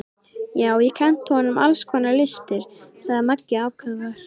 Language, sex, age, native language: Icelandic, female, 13, Icelandic